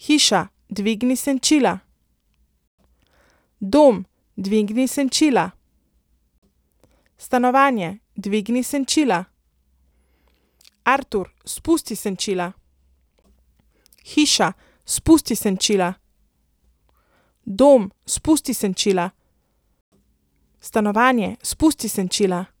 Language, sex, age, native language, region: Slovenian, female, 30-49, Slovenian, Central Slovenia